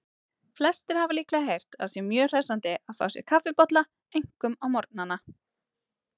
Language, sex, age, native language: Icelandic, female, 30-39, Icelandic